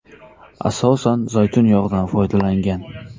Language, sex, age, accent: Uzbek, male, 18-24, Qoraqalpog'iston